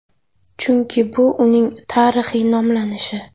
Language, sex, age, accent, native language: Uzbek, female, 25-34, Toshkent shahri, Uzbek